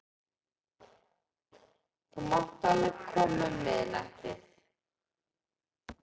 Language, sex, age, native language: Icelandic, male, 11, Icelandic